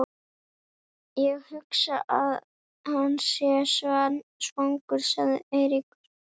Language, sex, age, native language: Icelandic, female, 11, Icelandic